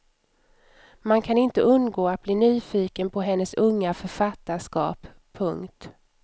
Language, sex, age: Swedish, female, 44